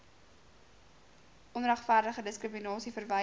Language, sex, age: Afrikaans, female, 18